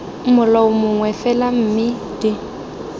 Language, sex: Tswana, female